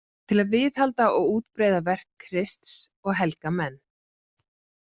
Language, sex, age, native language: Icelandic, female, 40-49, Icelandic